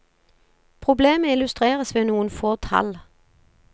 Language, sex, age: Norwegian, female, 40